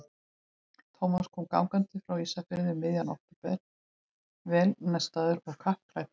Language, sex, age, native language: Icelandic, female, 18-19, Icelandic